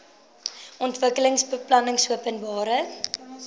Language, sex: Afrikaans, female